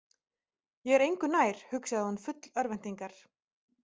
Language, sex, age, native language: Icelandic, female, 30-39, Icelandic